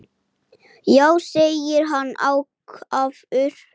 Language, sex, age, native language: Icelandic, male, 8, Icelandic